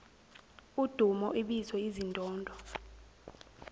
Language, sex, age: Zulu, female, 17